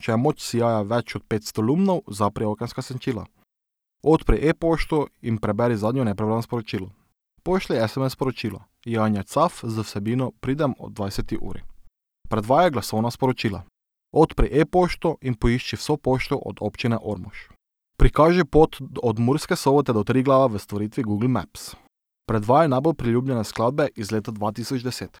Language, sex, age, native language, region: Slovenian, male, 18-29, Slovenian, Drava region